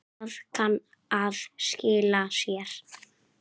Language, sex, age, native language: Icelandic, male, 7, Icelandic